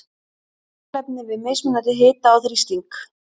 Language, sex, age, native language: Icelandic, female, 30-39, Icelandic